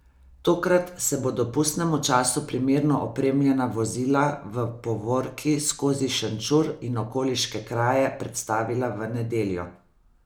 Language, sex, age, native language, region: Slovenian, female, 50-59, Slovenian, Savinja region